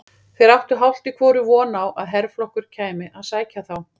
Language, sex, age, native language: Icelandic, female, 40-49, Icelandic